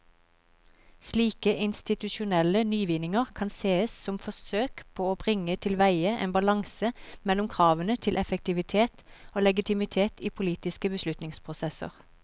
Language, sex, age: Norwegian, female, 31